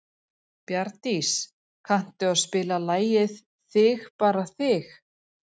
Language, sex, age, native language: Icelandic, female, 40-49, Icelandic